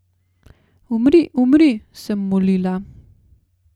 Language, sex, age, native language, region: Slovenian, female, 30-49, Slovenian, Gorenjska region